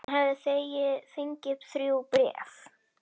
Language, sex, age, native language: Icelandic, female, 10, Icelandic